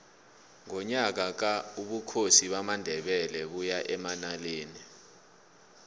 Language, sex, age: South Ndebele, male, 24